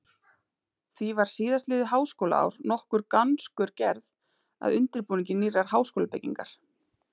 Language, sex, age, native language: Icelandic, female, 30-39, Icelandic